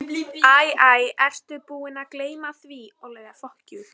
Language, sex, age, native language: Icelandic, female, 11, Icelandic